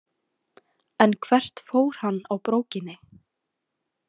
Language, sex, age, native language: Icelandic, female, 18-19, Icelandic